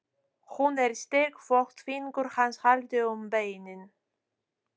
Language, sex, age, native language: Icelandic, female, 40-49, Polish